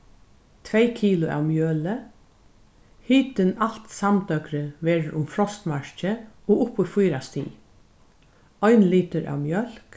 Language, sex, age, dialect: Faroese, female, 61+, Norðurstreymoy/Eysturoy